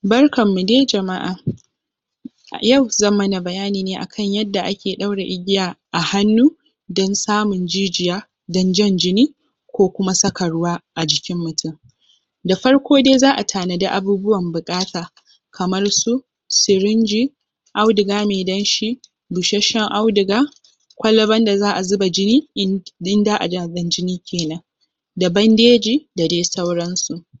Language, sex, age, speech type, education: Hausa, female, 15-29, spontaneous, tertiary